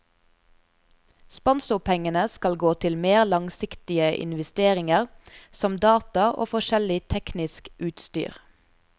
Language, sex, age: Norwegian, female, 24